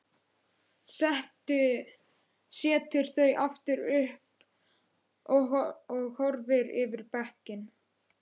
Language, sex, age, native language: Icelandic, male, 11, Icelandic